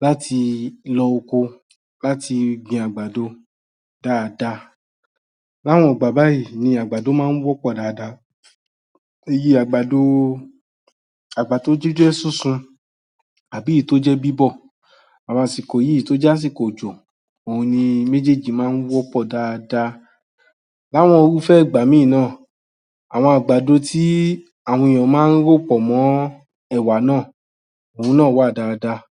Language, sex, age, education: Yoruba, male, 30-45, tertiary